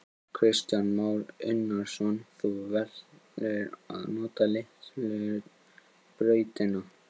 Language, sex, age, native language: Icelandic, male, 15, Icelandic